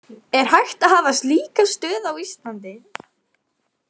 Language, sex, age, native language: Icelandic, other, 20-29, Icelandic